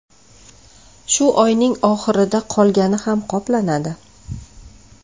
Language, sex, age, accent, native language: Uzbek, female, 35+, Andijon, Uzbek